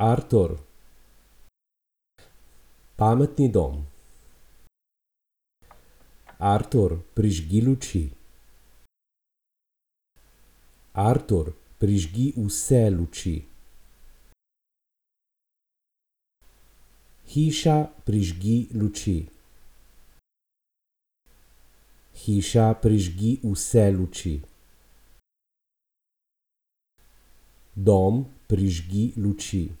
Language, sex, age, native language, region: Slovenian, male, 50-59, Slovenian, Abroad